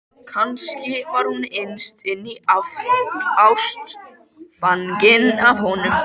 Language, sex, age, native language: Icelandic, male, 13, Icelandic